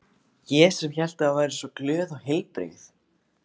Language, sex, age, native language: Icelandic, male, 15, Icelandic